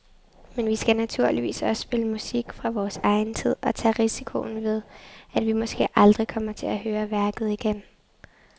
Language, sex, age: Danish, female, 23